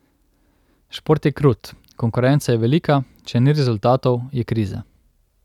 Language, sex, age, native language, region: Slovenian, male, 30-49, Slovenian, Central Slovenia